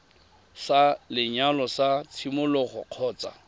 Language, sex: Tswana, male